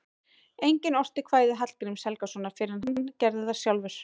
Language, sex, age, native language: Icelandic, female, 18-19, Icelandic